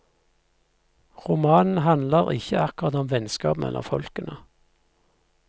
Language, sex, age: Norwegian, male, 50